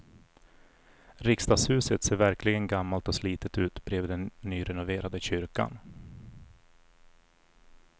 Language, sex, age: Swedish, male, 40